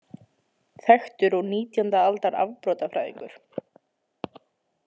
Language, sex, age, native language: Icelandic, female, 20-29, Icelandic